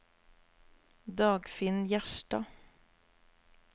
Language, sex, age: Norwegian, female, 24